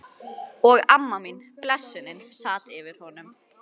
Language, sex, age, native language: Icelandic, female, 11, Icelandic